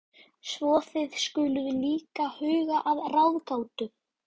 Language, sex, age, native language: Icelandic, female, 12, Icelandic